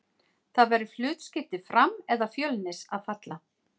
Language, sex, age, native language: Icelandic, female, 40-49, Icelandic